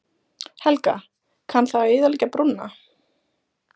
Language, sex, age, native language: Icelandic, female, 20-29, Icelandic